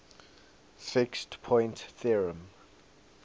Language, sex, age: English, male, 19